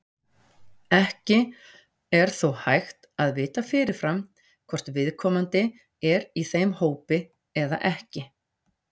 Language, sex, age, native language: Icelandic, female, 40-49, Icelandic